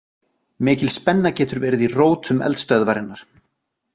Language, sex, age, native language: Icelandic, other, 40-49, Icelandic